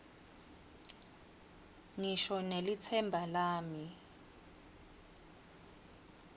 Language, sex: Swati, female